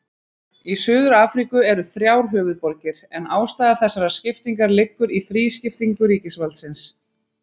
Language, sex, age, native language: Icelandic, female, 30-39, Icelandic